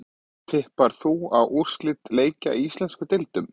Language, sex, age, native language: Icelandic, male, 20-29, Icelandic